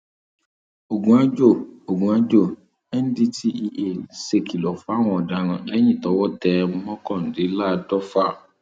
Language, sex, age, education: Yoruba, male, 30-45, secondary